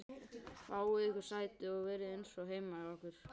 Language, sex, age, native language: Icelandic, male, 11, Icelandic